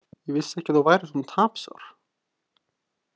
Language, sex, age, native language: Icelandic, male, 20-29, Icelandic